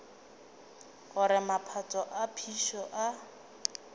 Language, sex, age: Northern Sotho, female, 27